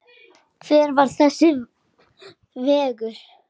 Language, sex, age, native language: Icelandic, male, 10, Icelandic